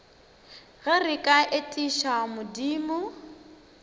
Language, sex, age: Northern Sotho, female, 19